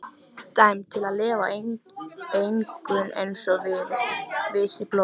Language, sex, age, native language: Icelandic, female, 13, Icelandic